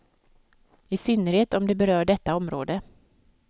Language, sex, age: Swedish, female, 55